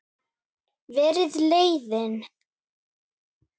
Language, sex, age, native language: Icelandic, female, 8, Icelandic